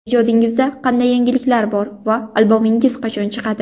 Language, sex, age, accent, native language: Uzbek, female, 18-24, Buxoro, Uzbek